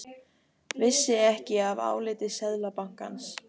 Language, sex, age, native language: Icelandic, female, 18-19, Icelandic